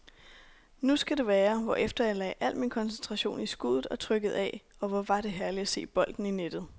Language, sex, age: Danish, female, 26